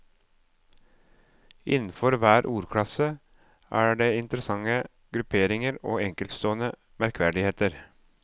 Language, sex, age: Norwegian, male, 37